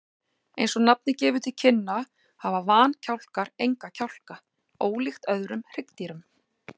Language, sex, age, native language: Icelandic, female, 40-49, Icelandic